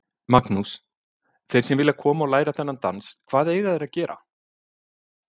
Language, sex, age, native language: Icelandic, male, 50-59, Icelandic